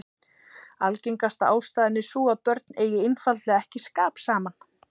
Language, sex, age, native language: Icelandic, female, 30-39, Icelandic